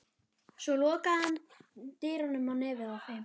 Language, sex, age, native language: Icelandic, female, 12, Icelandic